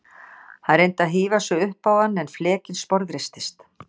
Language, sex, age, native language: Icelandic, female, 60-69, Icelandic